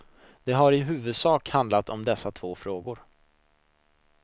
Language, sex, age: Swedish, male, 26